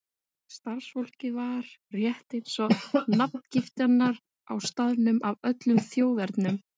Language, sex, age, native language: Icelandic, female, 20-29, Icelandic